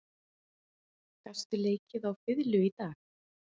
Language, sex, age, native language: Icelandic, female, 40-49, Icelandic